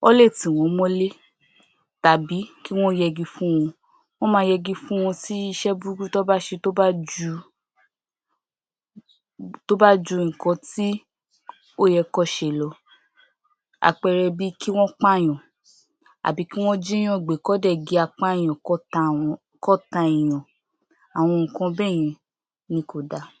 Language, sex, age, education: Yoruba, female, 46-60, tertiary